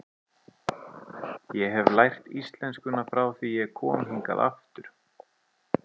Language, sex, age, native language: Icelandic, male, 30-39, Icelandic